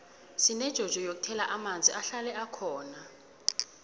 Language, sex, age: South Ndebele, female, 18